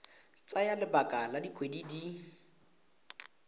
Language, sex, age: Tswana, male, 18